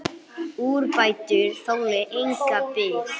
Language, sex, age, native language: Icelandic, male, 9, English